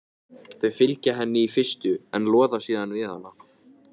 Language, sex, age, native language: Icelandic, male, 14, Icelandic